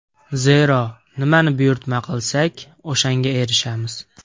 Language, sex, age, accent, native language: Uzbek, male, 18-24, Andijon, Uzbek